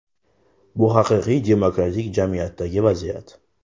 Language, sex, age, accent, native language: Uzbek, male, 18-24, Toshkent shahri, Uzbek